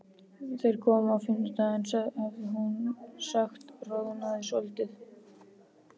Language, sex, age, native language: Icelandic, female, 12, Icelandic